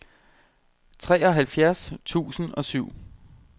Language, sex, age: Danish, male, 32